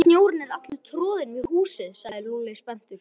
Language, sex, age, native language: Icelandic, male, 12, Icelandic